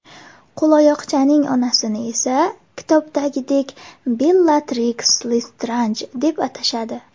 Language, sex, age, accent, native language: Uzbek, female, 19-29, Samarqand, Uzbek